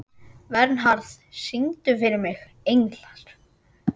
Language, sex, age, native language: Icelandic, female, 40-49, Icelandic